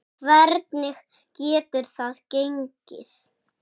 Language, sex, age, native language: Icelandic, male, 6, Icelandic